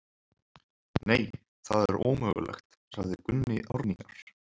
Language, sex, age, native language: Icelandic, male, 20-29, Icelandic